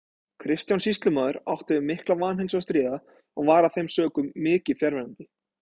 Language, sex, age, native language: Icelandic, male, 20-29, Icelandic